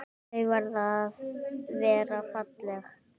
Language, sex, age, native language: Icelandic, male, 9, Icelandic